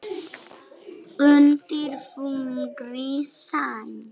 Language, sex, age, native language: Icelandic, male, 9, Polish